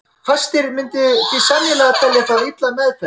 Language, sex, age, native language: Icelandic, male, 30-39, Icelandic